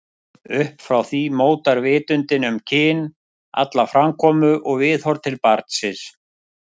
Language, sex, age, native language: Icelandic, male, 50-59, Icelandic